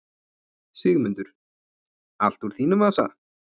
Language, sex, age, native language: Icelandic, male, 20-29, Icelandic